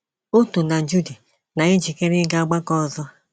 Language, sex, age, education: Igbo, female, 30-45, secondary